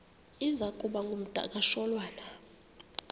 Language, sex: Xhosa, female